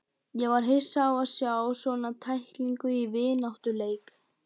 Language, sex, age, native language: Icelandic, male, 18-19, Icelandic